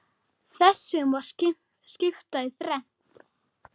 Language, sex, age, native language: Icelandic, female, 9, Icelandic